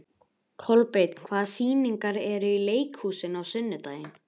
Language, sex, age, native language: Icelandic, male, 11, Icelandic